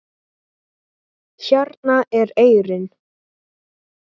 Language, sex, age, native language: Icelandic, male, 8, Icelandic